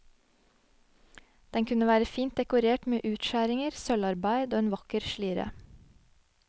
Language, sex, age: Norwegian, female, 25